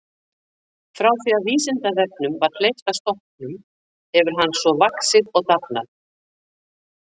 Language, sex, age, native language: Icelandic, female, 40-49, Icelandic